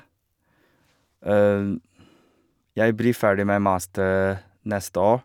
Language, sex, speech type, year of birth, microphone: Norwegian, male, spontaneous, 1985, Shure